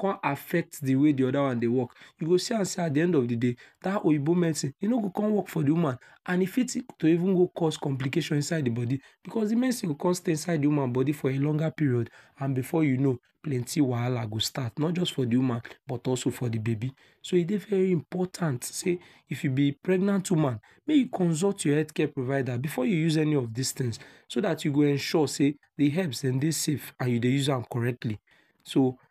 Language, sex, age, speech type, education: Nigerian Pidgin, male, 46-60, spontaneous, tertiary